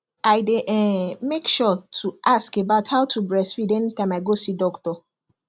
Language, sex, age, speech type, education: Nigerian Pidgin, female, 15-29, spontaneous, tertiary